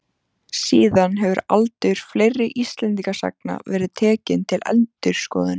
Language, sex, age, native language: Icelandic, female, 14, Icelandic